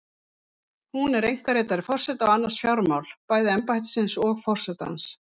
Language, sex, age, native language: Icelandic, female, 50-59, Icelandic